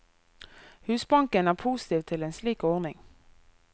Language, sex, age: Norwegian, female, 24